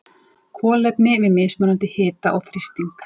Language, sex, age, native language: Icelandic, female, 40-49, Icelandic